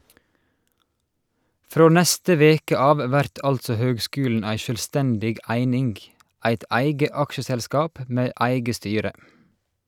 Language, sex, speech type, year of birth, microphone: Norwegian, male, read, 1986, Shure